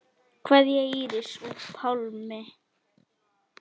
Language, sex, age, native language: Icelandic, female, 10, Icelandic